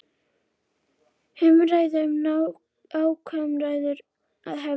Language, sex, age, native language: Icelandic, female, 30-39, Icelandic